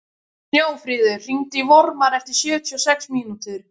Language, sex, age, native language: Icelandic, male, 12, Icelandic